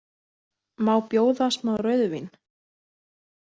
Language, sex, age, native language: Icelandic, female, 20-29, Icelandic